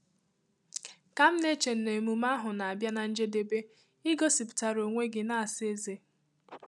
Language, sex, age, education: Igbo, female, 15-29, tertiary